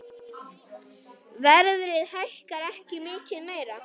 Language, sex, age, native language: Icelandic, male, 10, Icelandic